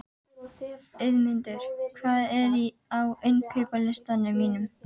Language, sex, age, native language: Icelandic, female, 12, Icelandic